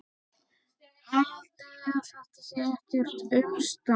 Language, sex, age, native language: Icelandic, male, 12, Icelandic